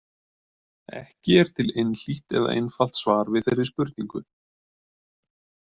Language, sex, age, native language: Icelandic, male, 40-49, Icelandic